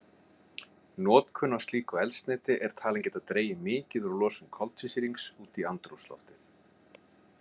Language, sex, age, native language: Icelandic, male, 40-49, Icelandic